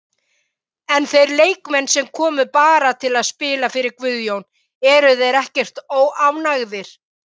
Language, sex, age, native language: Icelandic, female, 50-59, Icelandic